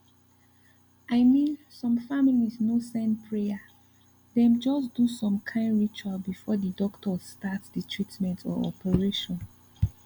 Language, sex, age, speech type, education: Nigerian Pidgin, female, 15-29, spontaneous, tertiary